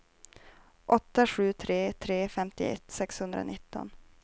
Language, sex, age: Swedish, female, 23